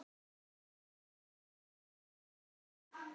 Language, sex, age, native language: Icelandic, male, 9, Icelandic